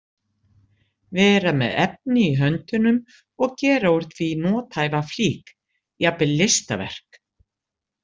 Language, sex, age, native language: Icelandic, female, 60-69, Icelandic